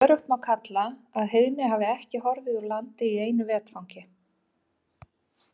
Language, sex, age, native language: Icelandic, female, 50-59, Icelandic